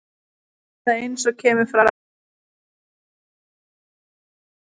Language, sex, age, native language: Icelandic, female, 30-39, Icelandic